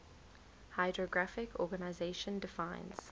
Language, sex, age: English, female, 19